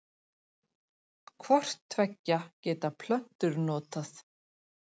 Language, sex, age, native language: Icelandic, female, 40-49, Icelandic